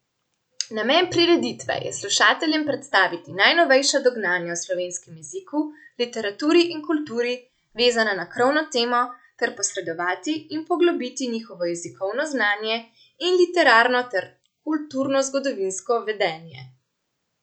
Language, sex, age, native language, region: Slovenian, female, 18-29, Slovenian, Central Slovenia